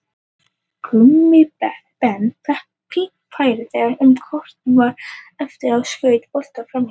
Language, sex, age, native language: Icelandic, female, 18-19, Icelandic